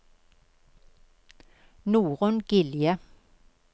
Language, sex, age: Norwegian, female, 53